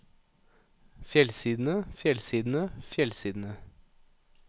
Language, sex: Norwegian, male